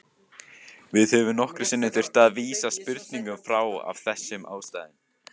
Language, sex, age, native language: Icelandic, male, 18-19, Icelandic